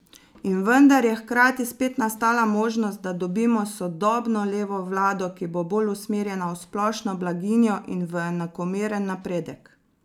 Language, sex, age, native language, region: Slovenian, female, 30-49, Slovenian, Zasavska region